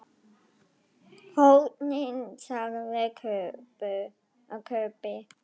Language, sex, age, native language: Icelandic, female, 10, German